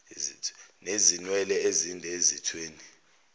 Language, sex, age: Zulu, male, 29